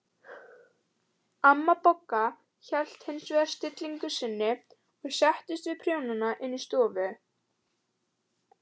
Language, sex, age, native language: Icelandic, female, 18-19, Icelandic